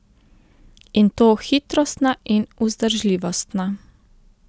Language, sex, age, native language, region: Slovenian, female, 30-49, Slovenian, Central Slovenia